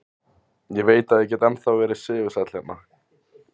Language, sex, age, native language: Icelandic, male, 20-29, Icelandic